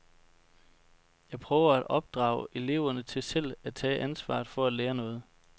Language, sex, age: Danish, male, 29